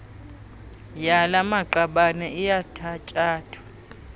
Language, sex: Xhosa, female